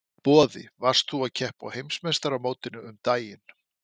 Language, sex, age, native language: Icelandic, male, 50-59, Icelandic